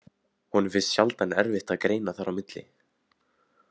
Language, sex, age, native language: Icelandic, male, 18-19, Icelandic